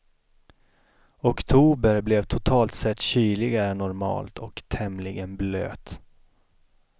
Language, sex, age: Swedish, male, 33